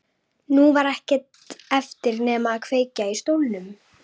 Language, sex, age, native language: Icelandic, female, 11, Icelandic